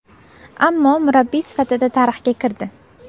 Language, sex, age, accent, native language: Uzbek, female, 19-29, Navoiy, Uzbek